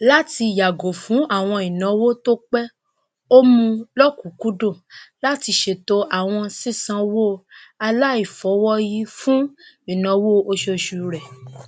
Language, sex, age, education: Yoruba, female, 30-45, tertiary